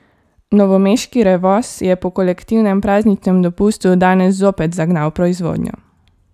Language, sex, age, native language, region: Slovenian, female, 18-29, Slovenian, Savinja region